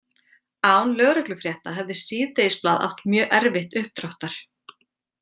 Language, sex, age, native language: Icelandic, female, 40-49, Icelandic